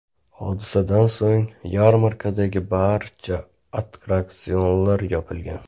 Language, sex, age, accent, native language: Uzbek, male, 25-34, Namangan, Uzbek